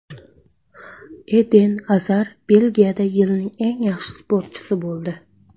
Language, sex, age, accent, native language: Uzbek, female, 19-29, Surxondaryo, Uzbek